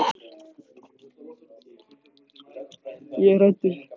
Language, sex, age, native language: Icelandic, male, 18-19, Icelandic